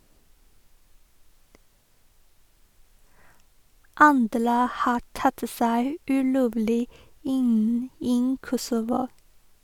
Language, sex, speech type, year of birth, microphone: Norwegian, female, read, 1986, Shure